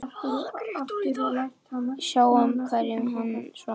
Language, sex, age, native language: Icelandic, male, 10, Icelandic